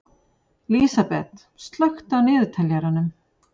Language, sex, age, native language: Icelandic, female, 40-49, Icelandic